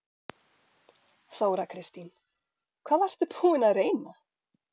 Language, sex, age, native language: Icelandic, female, 40-49, Icelandic